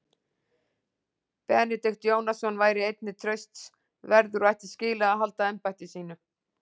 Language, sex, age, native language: Icelandic, female, 40-49, Icelandic